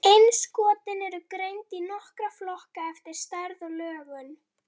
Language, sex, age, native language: Icelandic, female, 12, Icelandic